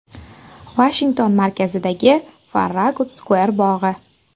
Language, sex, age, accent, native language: Uzbek, female, 18-24, Qashqadaryo, Uzbek